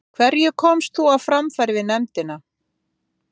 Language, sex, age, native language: Icelandic, female, 50-59, Icelandic